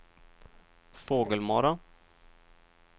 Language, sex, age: Swedish, male, 23